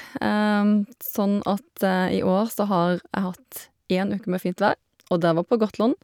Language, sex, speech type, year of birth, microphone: Norwegian, female, spontaneous, 1972, Shure